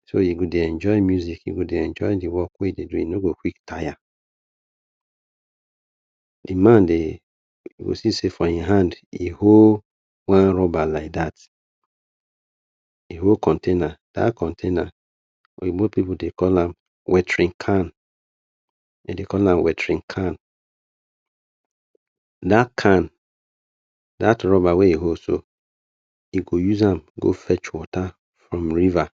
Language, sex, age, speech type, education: Nigerian Pidgin, male, 30-45, spontaneous, tertiary